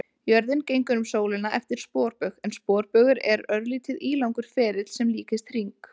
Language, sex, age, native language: Icelandic, female, 20-29, Icelandic